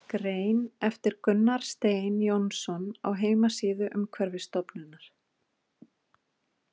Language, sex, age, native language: Icelandic, female, 40-49, Icelandic